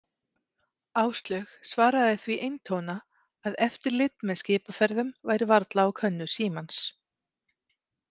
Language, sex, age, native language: Icelandic, female, 30-39, Icelandic